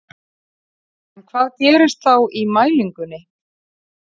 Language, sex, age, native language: Icelandic, female, 40-49, Icelandic